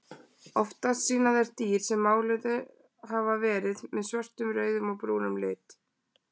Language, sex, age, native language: Icelandic, female, 20-29, Icelandic